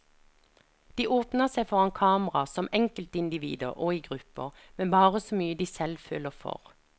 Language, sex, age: Norwegian, female, 49